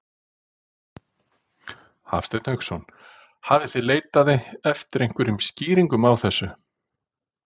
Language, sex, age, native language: Icelandic, male, 40-49, Icelandic